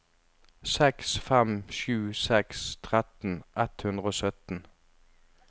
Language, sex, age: Norwegian, male, 33